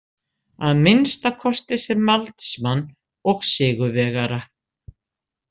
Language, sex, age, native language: Icelandic, female, 60-69, Icelandic